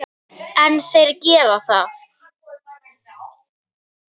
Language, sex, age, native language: Icelandic, female, 9, Icelandic